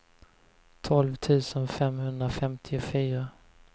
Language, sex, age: Swedish, male, 20